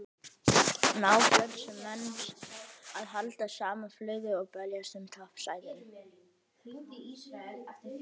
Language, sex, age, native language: Icelandic, male, 11, Icelandic